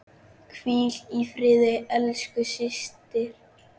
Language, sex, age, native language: Icelandic, male, 9, Icelandic